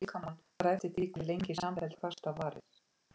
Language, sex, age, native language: Icelandic, female, 50-59, Icelandic